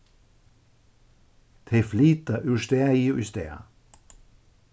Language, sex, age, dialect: Faroese, male, 61+, Suðuroy